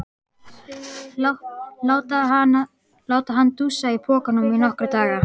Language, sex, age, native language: Icelandic, male, 12, Icelandic